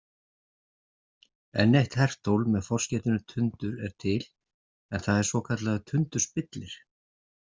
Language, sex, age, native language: Icelandic, male, 50-59, Icelandic